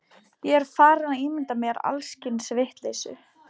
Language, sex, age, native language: Icelandic, female, 18-19, Polish